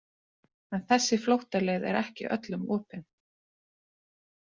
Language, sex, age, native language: Icelandic, female, 30-39, Icelandic